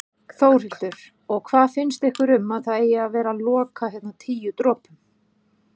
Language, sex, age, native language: Icelandic, female, 40-49, Icelandic